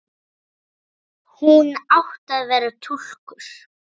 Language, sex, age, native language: Icelandic, male, 8, Icelandic